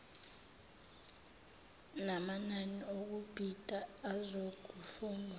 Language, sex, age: Zulu, female, 24